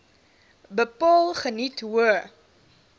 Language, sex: Afrikaans, female